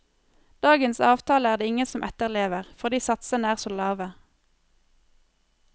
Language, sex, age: Norwegian, female, 23